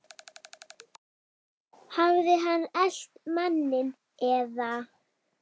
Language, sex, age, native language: Icelandic, female, 8, Icelandic